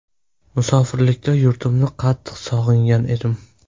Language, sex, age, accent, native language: Uzbek, male, 18-24, Surxondaryo, Uzbek